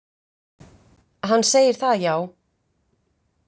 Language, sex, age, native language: Icelandic, female, 50-59, Icelandic